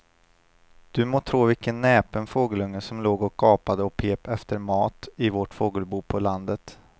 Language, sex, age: Swedish, male, 25